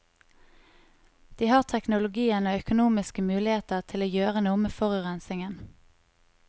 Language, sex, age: Norwegian, female, 25